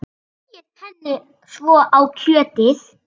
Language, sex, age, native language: Icelandic, female, 7, Icelandic